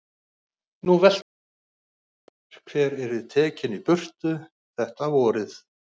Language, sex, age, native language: Icelandic, male, 40-49, Icelandic